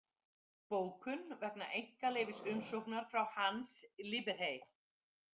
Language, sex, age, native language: Icelandic, female, 50-59, Icelandic